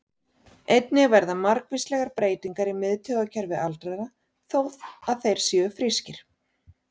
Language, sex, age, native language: Icelandic, female, 40-49, Icelandic